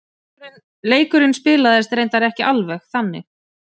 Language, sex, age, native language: Icelandic, female, 30-39, Icelandic